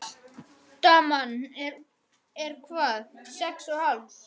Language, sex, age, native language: Icelandic, other, 12, Icelandic